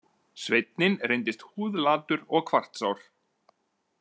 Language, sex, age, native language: Icelandic, male, 40-49, Icelandic